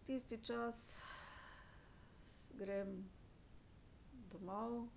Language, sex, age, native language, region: Slovenian, female, 60+, Slovenian, Drava region